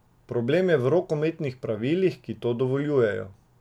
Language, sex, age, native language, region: Slovenian, male, 18-29, Slovenian, Drava region